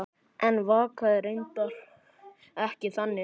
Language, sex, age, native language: Icelandic, male, 9, Icelandic